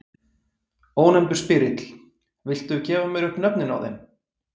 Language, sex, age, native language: Icelandic, male, 40-49, Icelandic